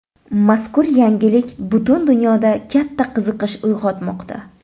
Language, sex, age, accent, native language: Uzbek, female, 25-34, Toshkent shahri, Uzbek